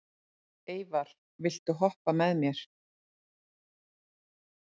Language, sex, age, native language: Icelandic, female, 40-49, Icelandic